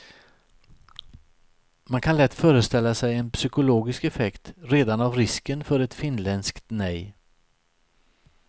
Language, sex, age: Swedish, male, 63